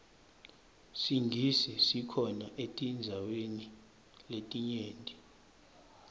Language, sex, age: Swati, male, 23